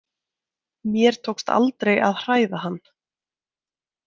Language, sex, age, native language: Icelandic, female, 20-29, Icelandic